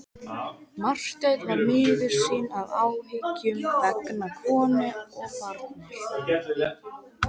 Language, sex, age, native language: Icelandic, male, 13, Icelandic